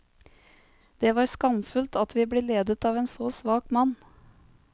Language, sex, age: Norwegian, female, 30